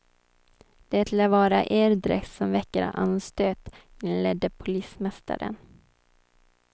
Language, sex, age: Swedish, female, 23